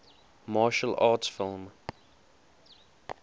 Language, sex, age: English, male, 20